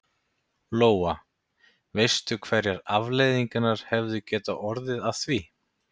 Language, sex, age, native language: Icelandic, male, 30-39, Icelandic